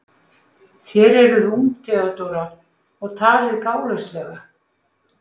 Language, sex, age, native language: Icelandic, female, 50-59, Icelandic